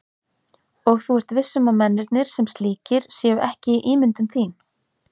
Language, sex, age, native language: Icelandic, female, 30-39, Icelandic